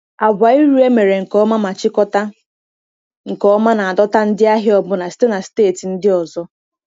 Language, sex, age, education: Igbo, female, 15-29, tertiary